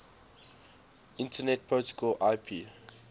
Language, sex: English, male